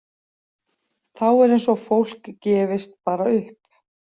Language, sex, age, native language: Icelandic, female, 40-49, Icelandic